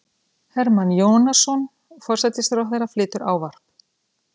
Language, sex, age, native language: Icelandic, female, 30-39, Icelandic